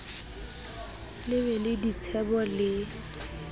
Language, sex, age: Southern Sotho, female, 30